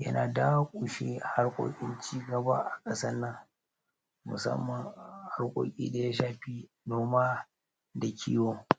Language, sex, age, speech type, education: Hausa, female, 15-29, spontaneous, tertiary